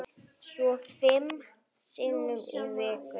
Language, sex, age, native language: Icelandic, female, 9, Icelandic